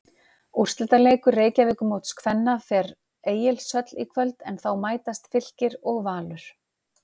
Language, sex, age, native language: Icelandic, female, 50-59, Icelandic